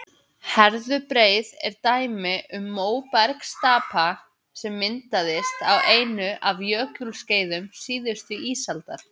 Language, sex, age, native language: Icelandic, female, 20-29, Icelandic